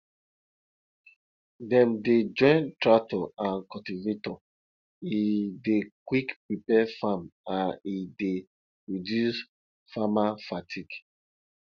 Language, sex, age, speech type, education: Nigerian Pidgin, male, 30-45, spontaneous, tertiary